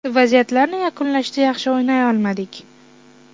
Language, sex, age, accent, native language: Uzbek, female, 18-24, Toshkent shahri, Uzbek